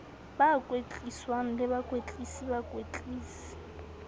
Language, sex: Southern Sotho, female